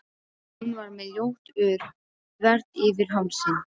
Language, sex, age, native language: Icelandic, female, 12, Icelandic